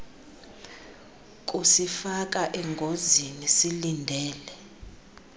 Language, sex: Xhosa, female